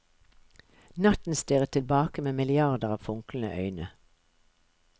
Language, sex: Norwegian, female